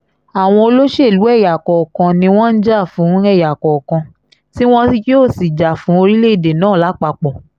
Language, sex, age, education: Yoruba, female, 15-29, tertiary